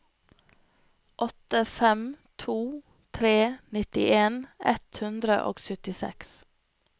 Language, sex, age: Norwegian, female, 25